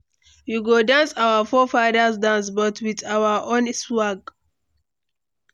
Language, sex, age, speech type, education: Nigerian Pidgin, female, 15-29, read, tertiary